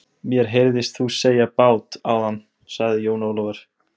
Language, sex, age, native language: Icelandic, male, 20-29, Icelandic